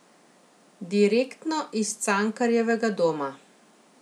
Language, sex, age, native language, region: Slovenian, female, 50-59, Slovenian, Central Slovenia